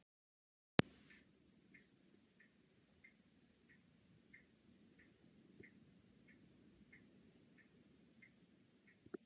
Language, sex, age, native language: Icelandic, female, 60-69, Icelandic